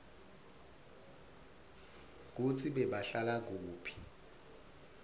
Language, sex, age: Swati, male, 21